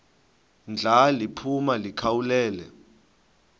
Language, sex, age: Xhosa, male, 35